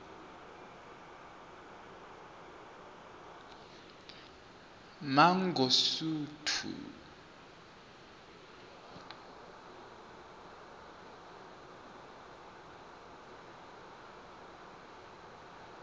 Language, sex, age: Tswana, male, 23